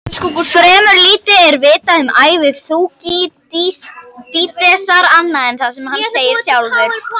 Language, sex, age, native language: Icelandic, female, 50-59, Icelandic